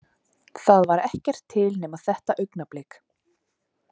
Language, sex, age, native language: Icelandic, female, 20-29, Icelandic